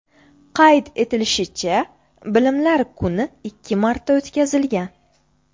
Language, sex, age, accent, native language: Uzbek, female, 18-24, Buxoro, Uzbek